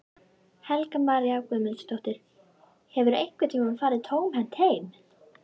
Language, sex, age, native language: Icelandic, female, 11, Icelandic